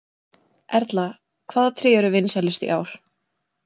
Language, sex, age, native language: Icelandic, female, 20-29, Icelandic